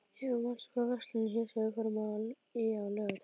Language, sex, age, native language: Icelandic, female, 12, Icelandic